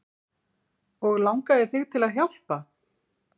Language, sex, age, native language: Icelandic, female, 40-49, Icelandic